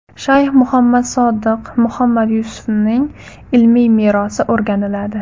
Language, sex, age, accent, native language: Uzbek, female, 19-29, Farg'ona, Uzbek